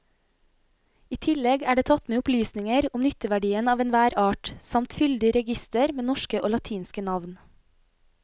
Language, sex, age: Norwegian, female, 25